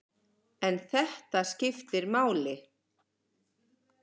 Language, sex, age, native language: Icelandic, male, 9, Icelandic